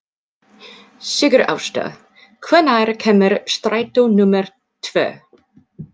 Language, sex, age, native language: Icelandic, female, 40-49, English